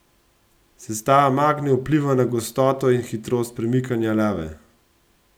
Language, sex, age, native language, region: Slovenian, male, 30-49, Slovenian, Gorenjska region